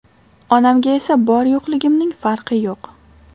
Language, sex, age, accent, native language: Uzbek, female, 18-24, Toshkent shahri, Uzbek